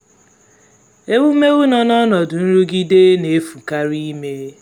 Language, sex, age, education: Igbo, female, 15-29, tertiary